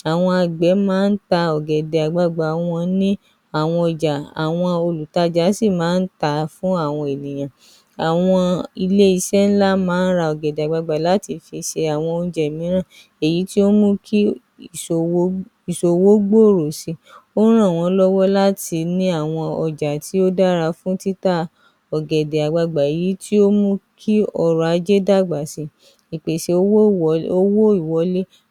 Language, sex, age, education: Yoruba, female, 30-45, tertiary